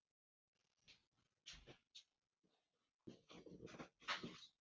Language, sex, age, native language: Icelandic, female, 40-49, Icelandic